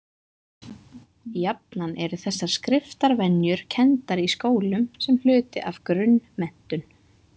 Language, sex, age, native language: Icelandic, female, 20-29, Icelandic